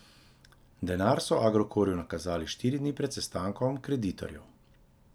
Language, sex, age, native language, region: Slovenian, male, 30-49, Slovenian, Drava region